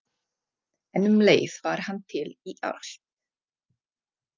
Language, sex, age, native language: Icelandic, female, 40-49, Czech